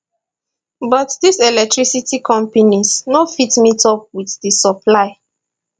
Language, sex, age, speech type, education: Nigerian Pidgin, female, 15-29, spontaneous, tertiary